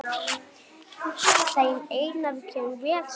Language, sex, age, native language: Icelandic, male, 7, Icelandic